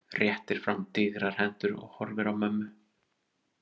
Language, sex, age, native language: Icelandic, male, 30-39, Icelandic